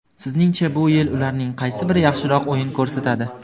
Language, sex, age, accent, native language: Uzbek, male, 18-24, Farg'ona, Uzbek